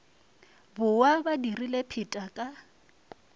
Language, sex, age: Northern Sotho, female, 23